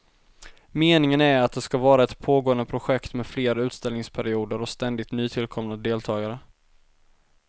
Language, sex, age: Swedish, male, 19